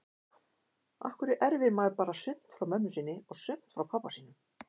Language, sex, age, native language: Icelandic, female, 50-59, Icelandic